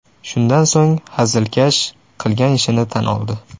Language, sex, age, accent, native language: Uzbek, male, 18-24, Toshkent shahri, Uzbek